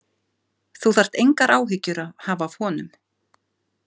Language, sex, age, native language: Icelandic, female, 50-59, Icelandic